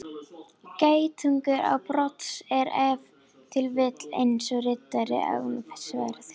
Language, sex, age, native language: Icelandic, female, 40-49, Icelandic